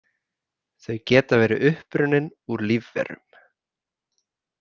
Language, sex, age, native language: Icelandic, male, 30-39, Icelandic